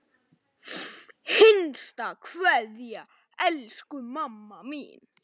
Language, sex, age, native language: Icelandic, male, 9, Icelandic